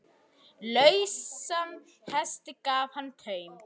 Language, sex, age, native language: Icelandic, female, 10, Icelandic